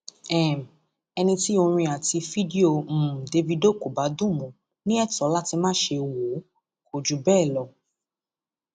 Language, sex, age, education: Yoruba, female, 15-29, tertiary